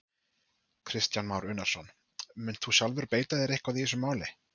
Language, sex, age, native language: Icelandic, male, 30-39, Icelandic